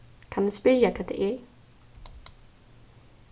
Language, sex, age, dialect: Faroese, female, 15-35, Suðurstreymoy